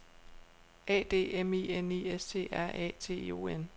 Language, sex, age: Danish, female, 36